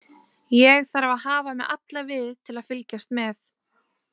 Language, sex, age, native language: Icelandic, female, 20-29, Icelandic